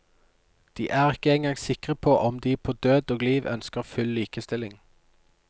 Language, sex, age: Norwegian, male, 29